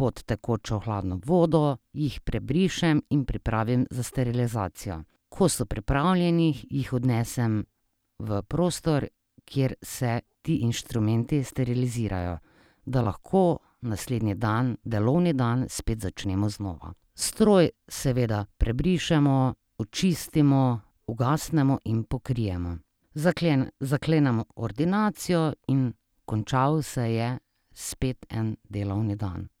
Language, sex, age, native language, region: Slovenian, female, 30-49, Slovenian, Drava region